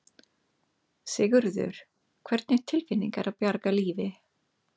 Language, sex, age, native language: Icelandic, female, 50-59, English